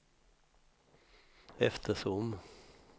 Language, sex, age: Swedish, male, 64